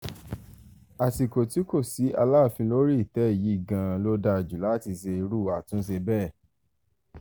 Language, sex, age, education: Yoruba, male, 15-29, tertiary